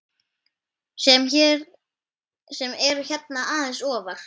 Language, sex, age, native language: Icelandic, female, 10, Icelandic